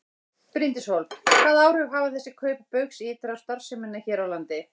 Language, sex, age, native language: Icelandic, female, 60-69, Icelandic